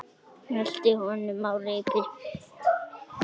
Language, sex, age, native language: Icelandic, male, 9, Icelandic